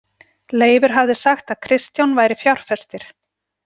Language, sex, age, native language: Icelandic, female, 40-49, Icelandic